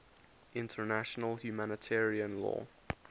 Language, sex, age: English, male, 19